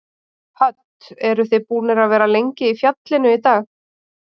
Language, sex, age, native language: Icelandic, female, 30-39, Icelandic